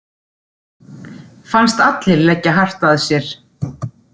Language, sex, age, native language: Icelandic, female, 40-49, Icelandic